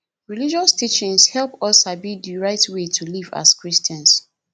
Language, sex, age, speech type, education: Nigerian Pidgin, female, 30-45, spontaneous, tertiary